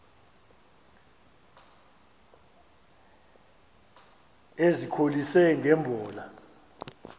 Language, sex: Xhosa, male